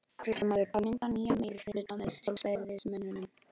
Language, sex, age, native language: Icelandic, male, 12, Icelandic